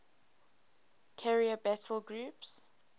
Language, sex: English, female